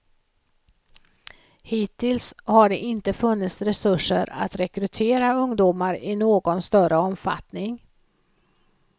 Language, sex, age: Swedish, female, 56